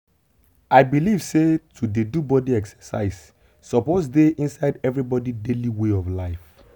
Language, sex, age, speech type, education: Nigerian Pidgin, male, 30-45, spontaneous, tertiary